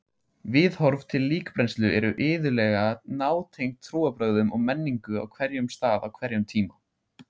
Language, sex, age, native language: Icelandic, male, 16, Icelandic